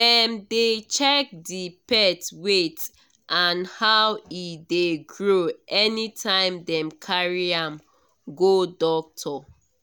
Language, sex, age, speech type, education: Nigerian Pidgin, female, 30-45, spontaneous, tertiary